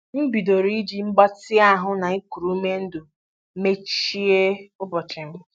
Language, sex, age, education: Igbo, female, 15-29, tertiary